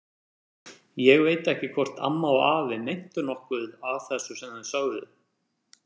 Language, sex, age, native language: Icelandic, male, 30-39, Icelandic